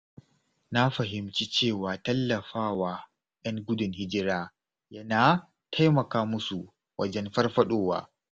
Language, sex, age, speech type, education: Hausa, male, 30-45, spontaneous, tertiary